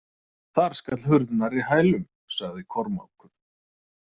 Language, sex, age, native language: Icelandic, male, 30-39, Icelandic